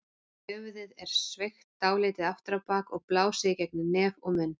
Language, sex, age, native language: Icelandic, female, 40-49, Icelandic